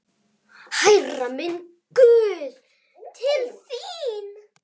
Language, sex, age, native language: Icelandic, female, 9, Icelandic